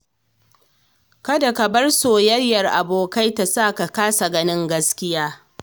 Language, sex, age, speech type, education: Hausa, female, 30-45, read, secondary